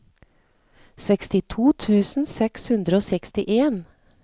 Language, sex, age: Norwegian, female, 39